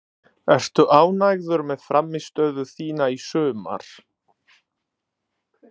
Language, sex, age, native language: Icelandic, male, 30-39, Italian